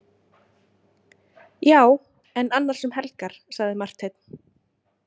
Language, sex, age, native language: Icelandic, female, 20-29, Icelandic